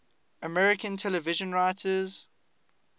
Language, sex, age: English, male, 20